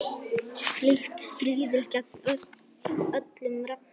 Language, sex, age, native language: Icelandic, male, 9, Icelandic